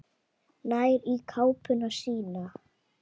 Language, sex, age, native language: Icelandic, female, 9, Icelandic